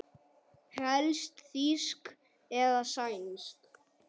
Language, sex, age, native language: Icelandic, male, 8, Icelandic